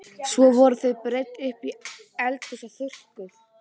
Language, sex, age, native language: Icelandic, female, 12, Icelandic